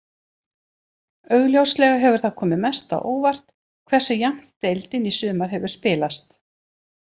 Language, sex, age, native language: Icelandic, female, 60-69, Icelandic